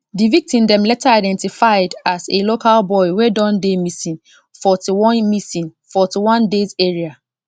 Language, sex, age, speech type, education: Nigerian Pidgin, female, 15-29, spontaneous, tertiary